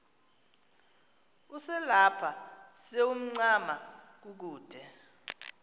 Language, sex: Xhosa, female